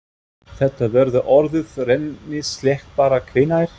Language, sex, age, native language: Icelandic, male, 50-59, German